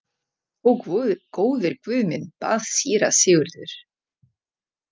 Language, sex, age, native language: Icelandic, female, 40-49, Czech